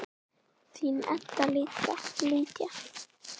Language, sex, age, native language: Icelandic, female, 9, Icelandic